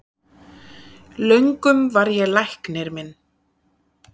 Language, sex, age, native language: Icelandic, female, 30-39, Icelandic